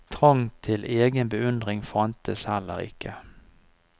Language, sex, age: Norwegian, male, 49